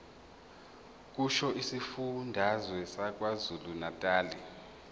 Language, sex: Zulu, male